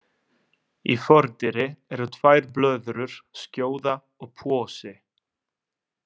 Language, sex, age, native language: Icelandic, male, 20-29, Italian